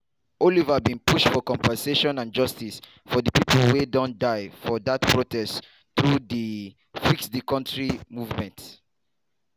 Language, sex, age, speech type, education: Nigerian Pidgin, male, 15-29, spontaneous, tertiary